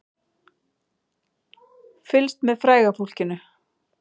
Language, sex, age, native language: Icelandic, female, 40-49, Icelandic